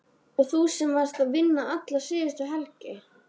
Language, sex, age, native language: Icelandic, female, 12, Icelandic